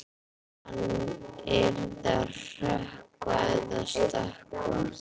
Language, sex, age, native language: Icelandic, female, 12, Icelandic